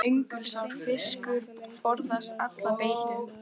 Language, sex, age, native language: Icelandic, female, 18-19, Icelandic